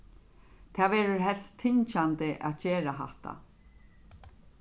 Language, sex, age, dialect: Faroese, female, 36-60, Norðurstreymoy/Eysturoy